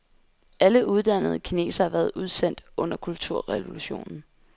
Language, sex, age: Danish, female, 20